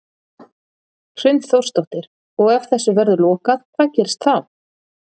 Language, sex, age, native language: Icelandic, female, 40-49, Icelandic